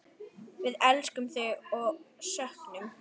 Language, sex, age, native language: Icelandic, female, 10, Icelandic